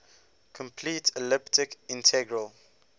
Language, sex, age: English, male, 18